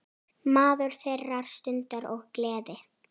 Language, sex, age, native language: Icelandic, female, 8, Icelandic